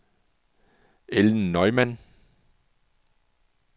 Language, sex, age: Danish, male, 44